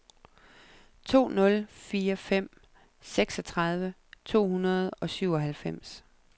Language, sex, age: Danish, female, 37